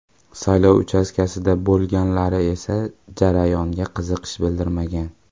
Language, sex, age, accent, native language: Uzbek, male, 18-24, Farg'ona, Uzbek